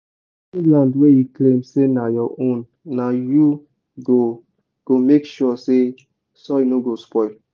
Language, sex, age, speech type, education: Nigerian Pidgin, male, 15-29, spontaneous, tertiary